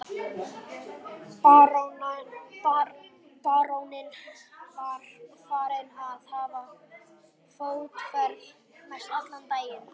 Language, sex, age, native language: Icelandic, male, 11, Icelandic